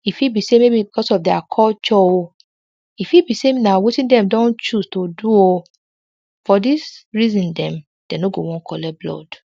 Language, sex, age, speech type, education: Nigerian Pidgin, female, 30-45, spontaneous, secondary